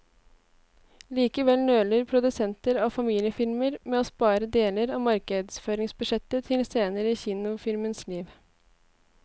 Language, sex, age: Norwegian, female, 18